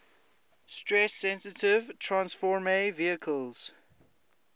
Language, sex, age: English, male, 20